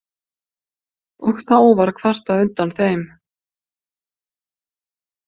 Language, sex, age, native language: Icelandic, female, 50-59, Icelandic